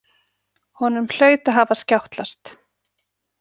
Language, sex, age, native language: Icelandic, female, 40-49, Icelandic